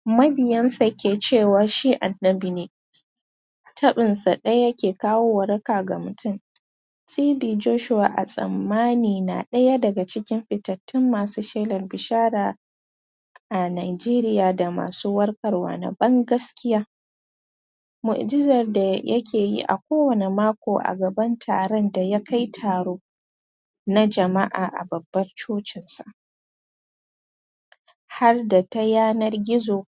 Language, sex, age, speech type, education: Hausa, female, 30-45, spontaneous, tertiary